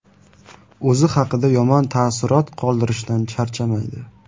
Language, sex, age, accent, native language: Uzbek, male, 18-24, Qashqadaryo, Uzbek